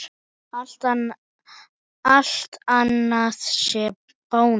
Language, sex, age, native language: Icelandic, male, 8, Icelandic